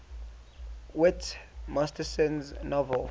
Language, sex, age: English, male, 18